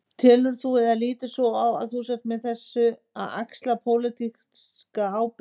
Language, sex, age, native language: Icelandic, female, 50-59, Icelandic